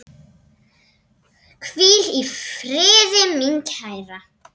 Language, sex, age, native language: Icelandic, female, 7, Icelandic